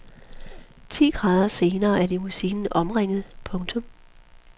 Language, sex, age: Danish, female, 43